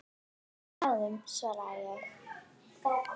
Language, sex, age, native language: Icelandic, female, 10, Icelandic